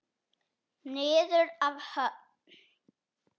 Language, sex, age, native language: Icelandic, male, 7, Icelandic